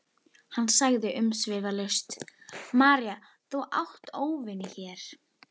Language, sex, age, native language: Icelandic, female, 11, Icelandic